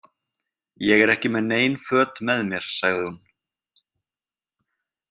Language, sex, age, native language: Icelandic, male, 20-29, Icelandic